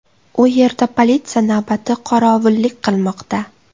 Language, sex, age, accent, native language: Uzbek, female, 25-34, Toshkent viloyati, Uzbek